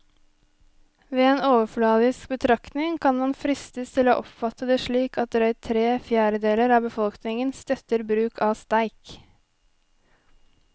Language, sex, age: Norwegian, female, 23